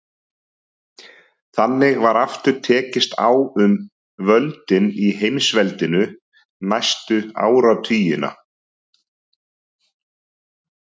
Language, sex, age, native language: Icelandic, male, 30-39, Icelandic